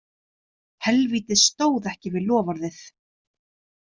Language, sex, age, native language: Icelandic, female, 30-39, Icelandic